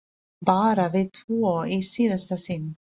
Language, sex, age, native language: Icelandic, female, 40-49, Filipino